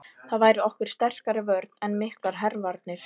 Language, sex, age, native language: Icelandic, female, 11, Icelandic